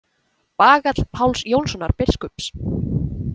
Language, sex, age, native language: Icelandic, female, 20-29, Icelandic